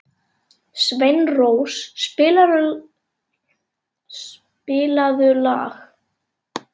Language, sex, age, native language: Icelandic, male, 11, Icelandic